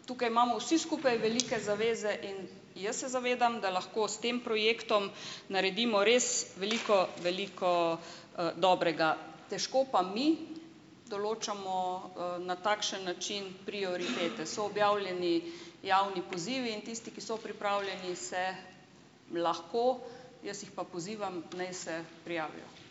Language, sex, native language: Slovenian, female, Slovenian